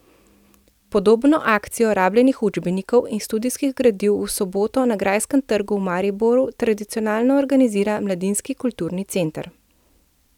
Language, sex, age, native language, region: Slovenian, female, 30-49, Slovenian, Central Slovenia